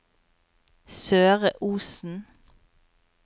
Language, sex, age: Norwegian, female, 27